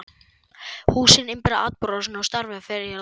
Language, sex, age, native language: Icelandic, male, 12, Icelandic